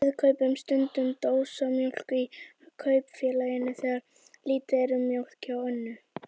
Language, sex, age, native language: Icelandic, female, 18-19, Icelandic